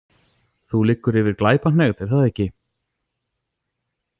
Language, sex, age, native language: Icelandic, male, 40-49, Icelandic